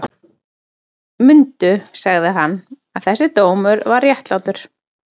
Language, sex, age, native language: Icelandic, female, 30-39, Icelandic